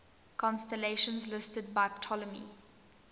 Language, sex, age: English, female, 20